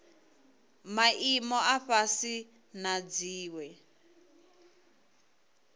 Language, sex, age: Venda, female, 22